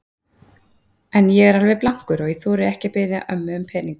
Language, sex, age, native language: Icelandic, female, 30-39, Icelandic